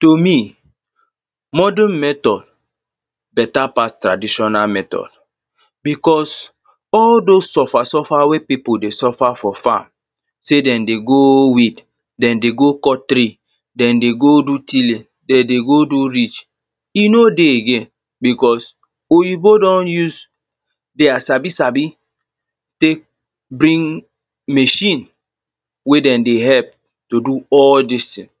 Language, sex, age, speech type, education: Nigerian Pidgin, male, 30-45, spontaneous, tertiary